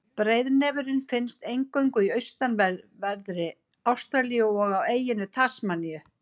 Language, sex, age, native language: Icelandic, female, 50-59, Icelandic